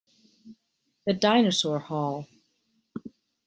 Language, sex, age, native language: Icelandic, female, 20-29, Icelandic